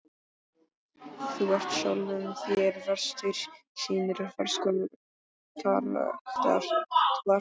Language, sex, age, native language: Icelandic, male, 12, Icelandic